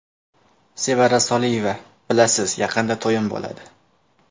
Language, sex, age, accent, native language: Uzbek, male, 18-24, Namangan, Uzbek